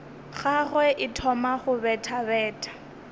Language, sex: Northern Sotho, female